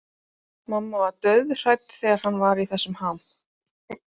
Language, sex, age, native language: Icelandic, female, 30-39, Icelandic